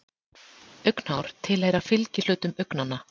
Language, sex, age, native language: Icelandic, female, 40-49, Icelandic